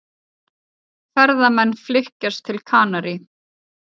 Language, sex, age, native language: Icelandic, female, 30-39, Icelandic